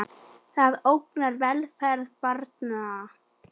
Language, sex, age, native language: Icelandic, female, 10, Icelandic